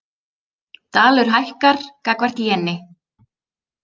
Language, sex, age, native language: Icelandic, female, 30-39, Icelandic